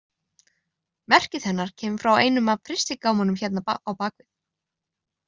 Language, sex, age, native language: Icelandic, female, 20-29, Icelandic